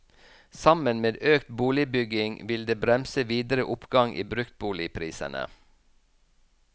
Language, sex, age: Norwegian, male, 46